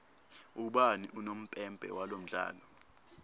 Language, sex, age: Swati, male, 19